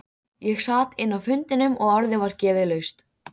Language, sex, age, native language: Icelandic, female, 13, Icelandic